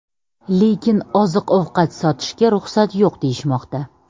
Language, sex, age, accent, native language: Uzbek, female, 30-39, Samarqand, Uzbek